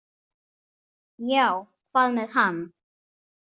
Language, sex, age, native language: Icelandic, female, 18-19, Icelandic